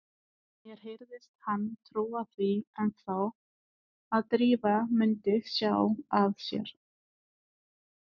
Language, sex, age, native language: Icelandic, female, 20-29, Icelandic